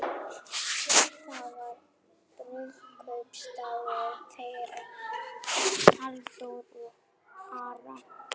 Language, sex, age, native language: Icelandic, female, 11, German